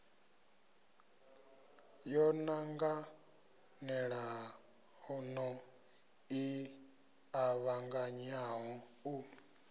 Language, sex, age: Venda, male, 26